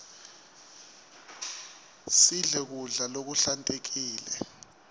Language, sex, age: Swati, male, 23